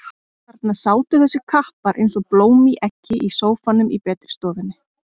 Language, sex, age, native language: Icelandic, female, 40-49, Icelandic